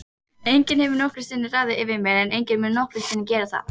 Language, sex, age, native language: Icelandic, female, 18-19, Icelandic